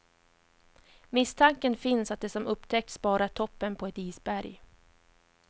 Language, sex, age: Swedish, female, 31